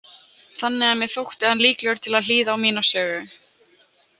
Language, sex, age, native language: Icelandic, male, 18-19, Icelandic